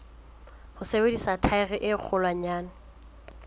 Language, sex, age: Southern Sotho, female, 20